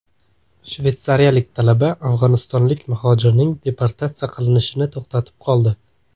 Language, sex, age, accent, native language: Uzbek, male, 19-29, Farg'ona, Uzbek